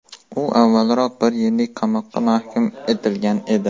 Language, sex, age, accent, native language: Uzbek, male, 18-24, Farg'ona, Uzbek